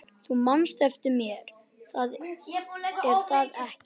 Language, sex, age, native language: Icelandic, male, 11, Icelandic